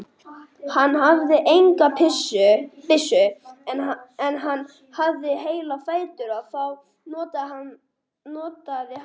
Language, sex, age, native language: Icelandic, male, 18-19, Icelandic